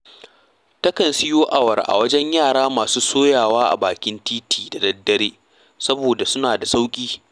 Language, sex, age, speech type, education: Hausa, male, 15-29, read, tertiary